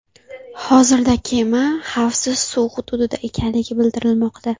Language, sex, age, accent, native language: Uzbek, female, 18-24, Xorazm, Uzbek